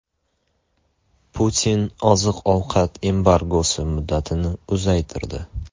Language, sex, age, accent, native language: Uzbek, male, 18-24, Andijon, Uzbek